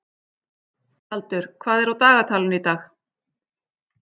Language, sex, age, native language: Icelandic, female, 40-49, Icelandic